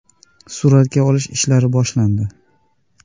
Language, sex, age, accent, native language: Uzbek, male, 18-24, Andijon, Uzbek